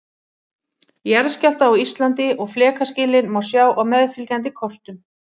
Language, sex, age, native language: Icelandic, female, 40-49, Icelandic